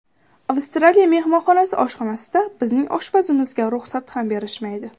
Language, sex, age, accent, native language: Uzbek, female, under 19, Samarqand, Uzbek